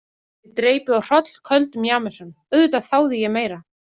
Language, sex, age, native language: Icelandic, female, 40-49, Icelandic